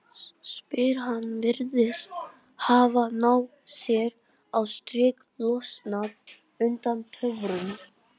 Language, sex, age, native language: Icelandic, male, 18-19, Icelandic